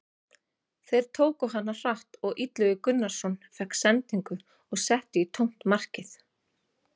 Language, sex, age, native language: Icelandic, female, 30-39, Icelandic